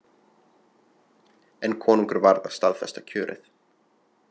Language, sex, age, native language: Icelandic, male, 20-29, Icelandic